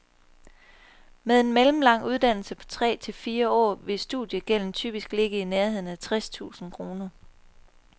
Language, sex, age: Danish, female, 23